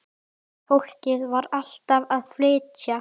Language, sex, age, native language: Icelandic, female, 10, Icelandic